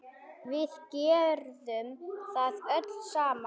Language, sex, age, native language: Icelandic, male, 9, Icelandic